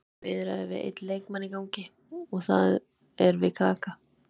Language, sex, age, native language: Icelandic, female, 20-29, Icelandic